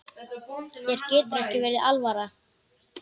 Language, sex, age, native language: Icelandic, male, 10, Icelandic